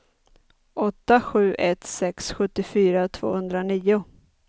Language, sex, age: Swedish, female, 30